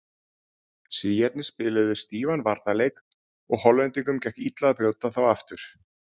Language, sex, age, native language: Icelandic, male, 40-49, Icelandic